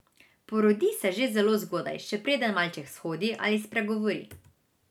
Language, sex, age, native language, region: Slovenian, female, 18-29, Slovenian, Drava region